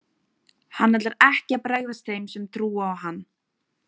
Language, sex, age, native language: Icelandic, female, 18-19, Icelandic